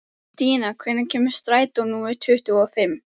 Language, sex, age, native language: Icelandic, female, 14, Icelandic